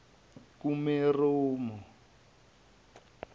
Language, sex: Zulu, male